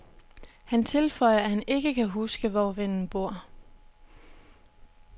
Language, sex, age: Danish, female, 26